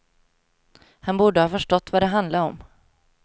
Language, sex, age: Swedish, female, 22